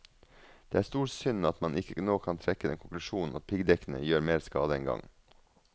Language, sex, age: Norwegian, male, 42